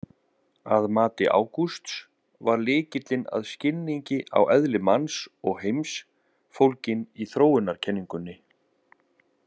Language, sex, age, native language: Icelandic, male, 30-39, Icelandic